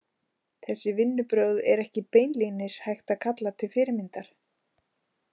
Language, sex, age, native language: Icelandic, female, 40-49, Icelandic